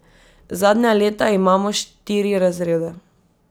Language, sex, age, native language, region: Slovenian, female, 18-29, Slovenian, Drava region